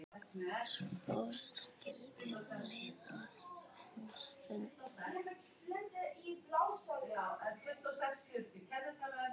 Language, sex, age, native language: Icelandic, female, 10, Icelandic